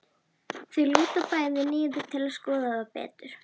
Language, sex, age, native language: Icelandic, female, 12, Icelandic